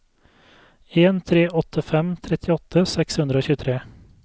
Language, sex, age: Norwegian, male, 32